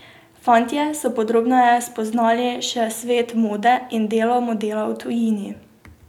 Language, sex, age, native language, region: Slovenian, female, 18-29, Slovenian, Drava region